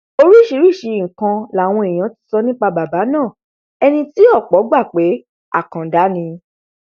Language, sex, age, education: Yoruba, female, 15-29, tertiary